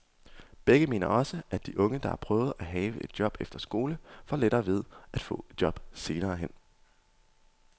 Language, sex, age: Danish, male, 22